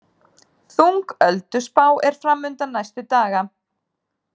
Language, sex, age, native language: Icelandic, female, 30-39, Icelandic